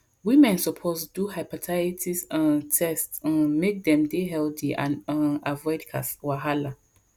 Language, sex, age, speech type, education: Nigerian Pidgin, female, 30-45, spontaneous, tertiary